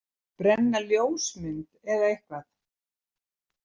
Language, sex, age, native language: Icelandic, female, 70-79, Icelandic